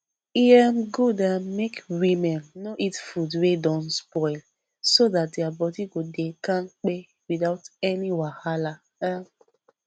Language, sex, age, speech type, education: Nigerian Pidgin, female, 15-29, spontaneous, secondary